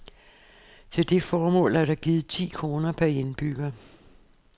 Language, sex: Danish, female